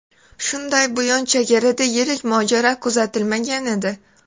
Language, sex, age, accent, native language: Uzbek, female, 18-24, Toshkent shahri, Uzbek